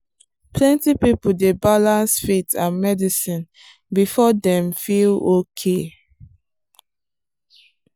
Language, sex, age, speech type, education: Nigerian Pidgin, female, 15-29, spontaneous, tertiary